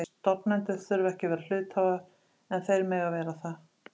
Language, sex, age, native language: Icelandic, female, 50-59, Icelandic